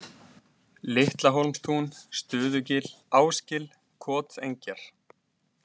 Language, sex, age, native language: Icelandic, male, 20-29, Icelandic